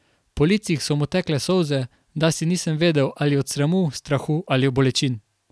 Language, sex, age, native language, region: Slovenian, male, 18-29, Slovenian, Carinthia region